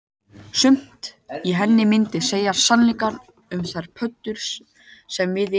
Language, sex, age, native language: Icelandic, male, 18-19, Icelandic